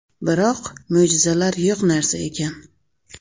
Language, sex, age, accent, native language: Uzbek, female, 35+, Navoiy, Uzbek